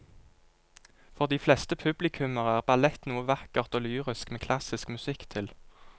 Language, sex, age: Norwegian, male, 22